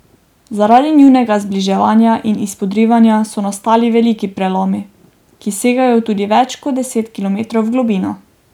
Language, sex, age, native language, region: Slovenian, female, 18-29, Slovenian, Drava region